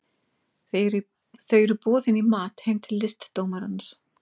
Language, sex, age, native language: Icelandic, female, 50-59, English